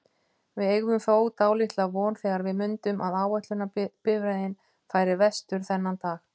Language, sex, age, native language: Icelandic, female, 50-59, Icelandic